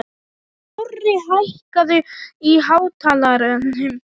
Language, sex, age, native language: Icelandic, other, 18-19, Polish